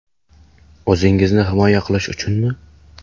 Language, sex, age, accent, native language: Uzbek, male, 18-24, Samarqand, Uzbek